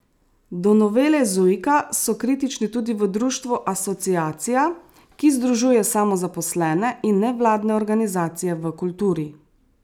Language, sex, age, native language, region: Slovenian, female, 30-49, Slovenian, Savinja region